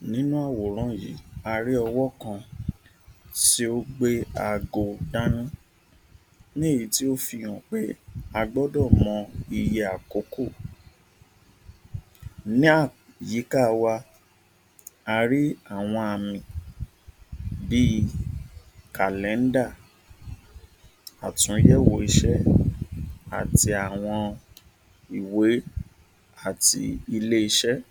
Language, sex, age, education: Yoruba, male, 60+, tertiary